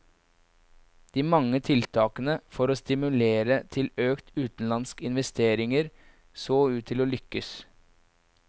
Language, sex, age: Norwegian, male, 24